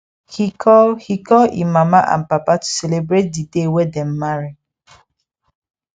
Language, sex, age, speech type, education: Nigerian Pidgin, female, 15-29, spontaneous, secondary